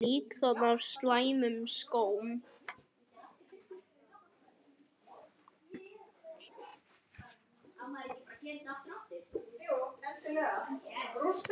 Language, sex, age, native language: Icelandic, male, 9, Icelandic